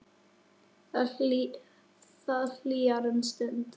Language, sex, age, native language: Icelandic, male, 9, Icelandic